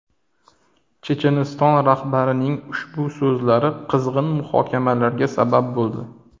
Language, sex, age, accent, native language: Uzbek, male, 30-39, Toshkent shahri, Uzbek